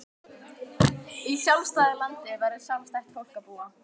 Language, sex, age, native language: Icelandic, female, 12, Icelandic